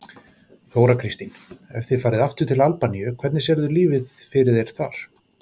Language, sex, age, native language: Icelandic, male, 40-49, Icelandic